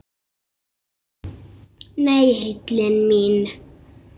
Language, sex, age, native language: Icelandic, male, 6, Icelandic